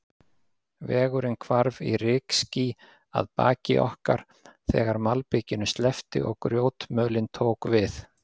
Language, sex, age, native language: Icelandic, male, 50-59, Icelandic